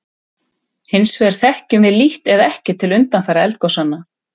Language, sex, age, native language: Icelandic, female, 30-39, Icelandic